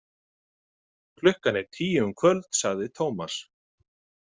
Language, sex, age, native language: Icelandic, male, 30-39, Icelandic